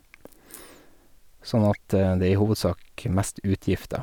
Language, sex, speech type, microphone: Norwegian, male, spontaneous, Sennheiser